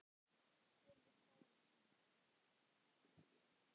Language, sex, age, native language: Icelandic, male, 10, Icelandic